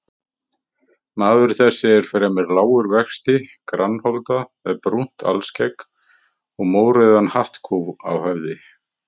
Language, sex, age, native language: Icelandic, male, 50-59, Icelandic